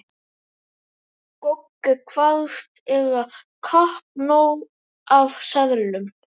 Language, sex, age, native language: Icelandic, male, 11, Icelandic